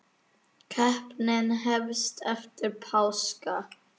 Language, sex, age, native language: Icelandic, male, 9, Icelandic